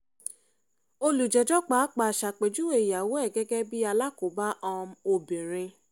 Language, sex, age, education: Yoruba, female, 15-29, tertiary